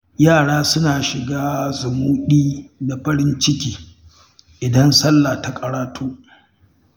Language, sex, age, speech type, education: Hausa, male, 60+, read, tertiary